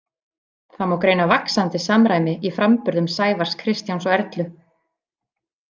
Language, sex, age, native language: Icelandic, female, 40-49, Icelandic